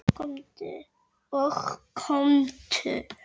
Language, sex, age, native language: Icelandic, female, 7, Icelandic